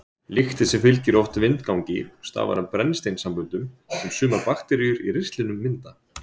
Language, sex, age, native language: Icelandic, male, 30-39, Icelandic